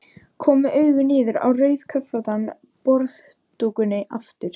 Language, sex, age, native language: Icelandic, female, 13, Icelandic